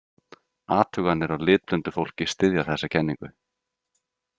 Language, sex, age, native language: Icelandic, male, 30-39, Icelandic